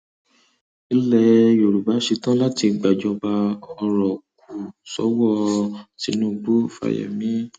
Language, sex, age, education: Yoruba, male, 30-45, secondary